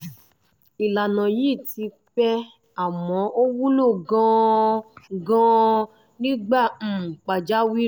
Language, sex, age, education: Yoruba, female, 30-45, tertiary